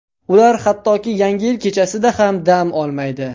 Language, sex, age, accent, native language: Uzbek, male, under 19, Andijon, Uzbek